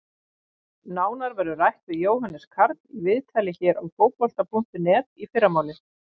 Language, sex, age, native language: Icelandic, female, 50-59, Icelandic